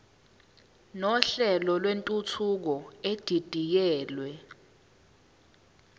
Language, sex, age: Zulu, female, 19